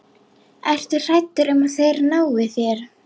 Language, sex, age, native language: Icelandic, female, 11, Icelandic